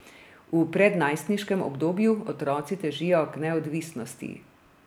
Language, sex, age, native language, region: Slovenian, female, 30-49, Slovenian, Drava region